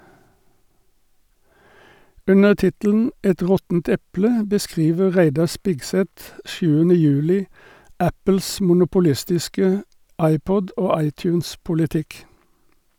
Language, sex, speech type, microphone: Norwegian, male, read, Sennheiser